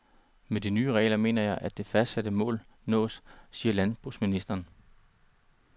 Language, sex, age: Danish, male, 39